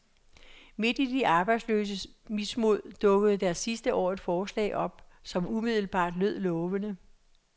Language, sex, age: Danish, female, 66